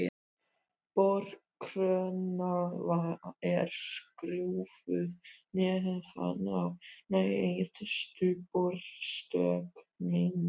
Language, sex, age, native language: Icelandic, male, 12, Icelandic